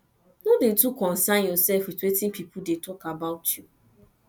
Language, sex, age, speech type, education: Nigerian Pidgin, female, 15-29, spontaneous, tertiary